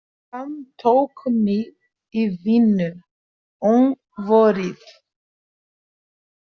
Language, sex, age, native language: Icelandic, female, 30-39, Portuguese